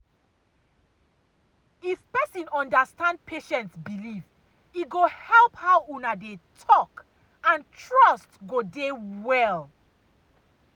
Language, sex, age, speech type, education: Nigerian Pidgin, female, 30-45, spontaneous, tertiary